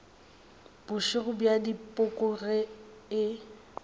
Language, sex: Northern Sotho, female